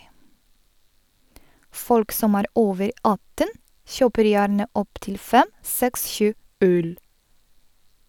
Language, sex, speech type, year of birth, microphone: Norwegian, female, read, 1986, Sennheiser